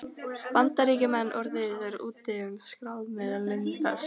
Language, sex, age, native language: Icelandic, female, 13, Icelandic